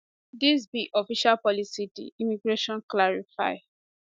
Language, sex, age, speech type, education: Nigerian Pidgin, female, 15-29, spontaneous, tertiary